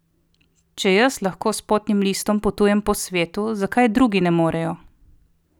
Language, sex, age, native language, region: Slovenian, female, 30-49, Slovenian, Coastal Karst region